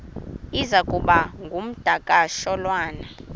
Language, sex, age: Xhosa, female, 20